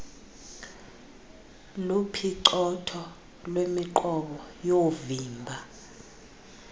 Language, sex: Xhosa, female